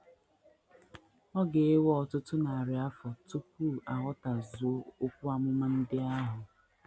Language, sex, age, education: Igbo, female, 15-29, tertiary